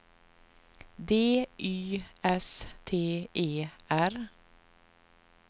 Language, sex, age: Swedish, female, 38